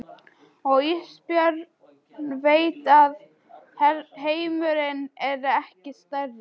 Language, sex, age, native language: Icelandic, female, 12, Icelandic